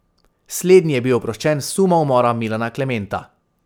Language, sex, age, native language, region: Slovenian, male, 18-29, Slovenian, Savinja region